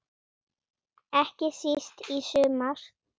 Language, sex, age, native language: Icelandic, female, 8, Icelandic